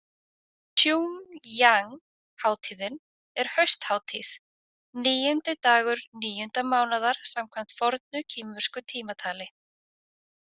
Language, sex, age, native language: Icelandic, female, 20-29, Icelandic